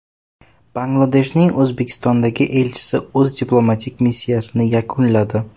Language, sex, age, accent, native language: Uzbek, male, 12-17, Toshkent shahri, Uzbek